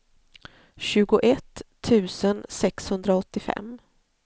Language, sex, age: Swedish, female, 40